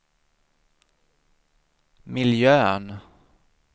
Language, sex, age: Swedish, male, 40